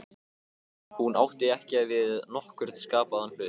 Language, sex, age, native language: Icelandic, male, 15, Icelandic